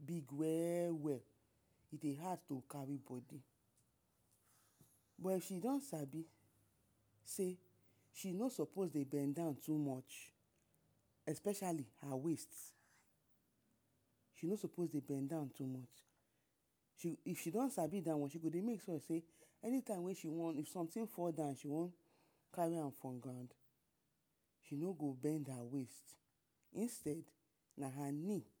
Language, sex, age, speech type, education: Nigerian Pidgin, female, 30-45, spontaneous, tertiary